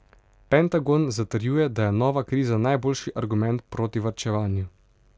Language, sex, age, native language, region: Slovenian, male, 18-29, Slovenian, Pomurje region